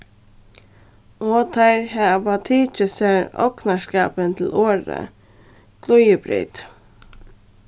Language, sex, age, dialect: Faroese, female, 15-35, Suðurstreymoy